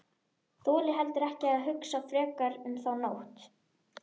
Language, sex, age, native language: Icelandic, female, 12, Icelandic